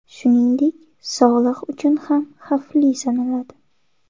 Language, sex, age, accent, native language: Uzbek, female, 18-24, Samarqand, Uzbek